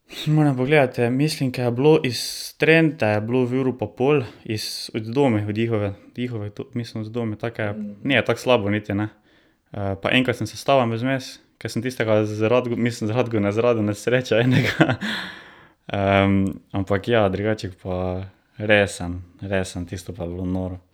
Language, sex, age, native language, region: Slovenian, male, 18-29, Slovenian, Drava region